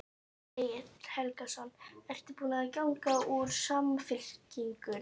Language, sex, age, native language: Icelandic, female, 12, Icelandic